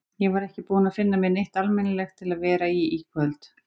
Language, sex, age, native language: Icelandic, female, 40-49, Icelandic